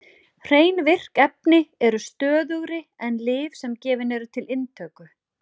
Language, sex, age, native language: Icelandic, female, 40-49, Icelandic